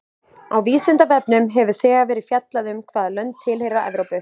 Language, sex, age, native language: Icelandic, female, 20-29, Icelandic